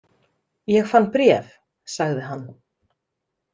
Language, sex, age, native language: Icelandic, female, 30-39, Icelandic